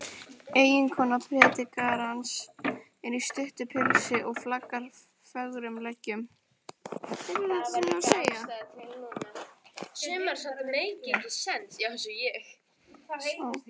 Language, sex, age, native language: Icelandic, female, 14, Icelandic